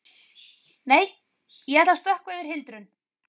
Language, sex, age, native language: Icelandic, female, 30-39, Icelandic